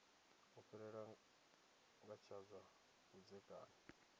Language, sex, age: Venda, male, 27